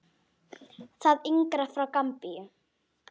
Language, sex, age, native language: Icelandic, female, 10, Icelandic